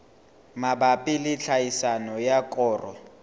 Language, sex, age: Southern Sotho, male, 18